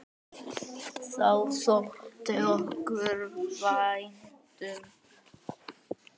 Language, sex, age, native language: Icelandic, male, 9, Icelandic